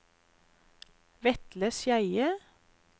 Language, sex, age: Norwegian, female, 32